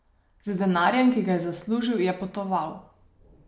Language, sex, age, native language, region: Slovenian, female, 30-49, Slovenian, Savinja region